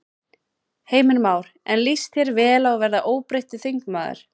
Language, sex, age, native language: Icelandic, female, 20-29, Icelandic